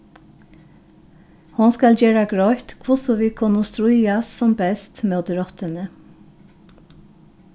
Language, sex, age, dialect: Faroese, female, 36-60, Norðurstreymoy/Eysturoy